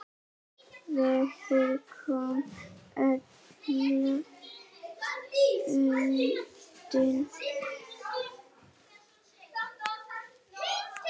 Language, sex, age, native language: Icelandic, female, 9, Icelandic